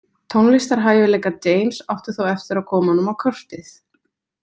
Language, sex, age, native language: Icelandic, female, 20-29, Icelandic